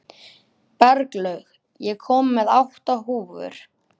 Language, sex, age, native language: Icelandic, male, 11, Icelandic